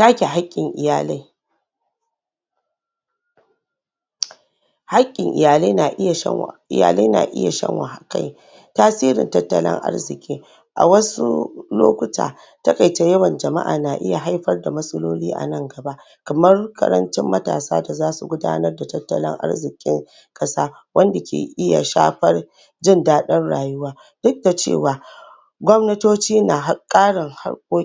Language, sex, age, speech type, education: Hausa, female, 15-29, spontaneous, tertiary